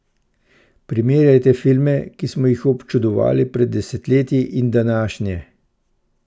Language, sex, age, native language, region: Slovenian, male, 50-59, Slovenian, Central Slovenia